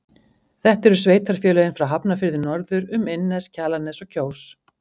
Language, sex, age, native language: Icelandic, female, 50-59, Icelandic